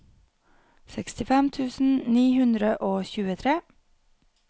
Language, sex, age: Norwegian, female, 28